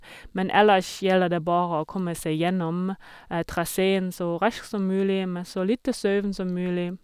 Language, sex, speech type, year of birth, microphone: Norwegian, female, spontaneous, 1979, Sennheiser